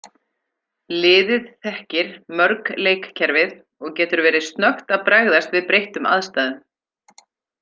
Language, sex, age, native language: Icelandic, female, 40-49, Icelandic